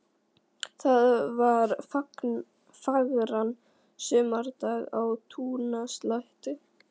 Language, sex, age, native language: Icelandic, female, 11, Icelandic